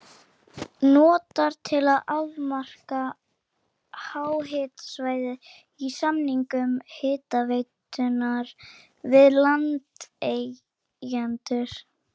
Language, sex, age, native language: Icelandic, female, 30-39, Portuguese